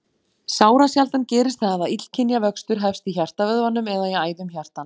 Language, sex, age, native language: Icelandic, female, 40-49, Icelandic